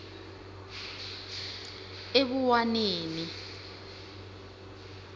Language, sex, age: South Ndebele, female, 23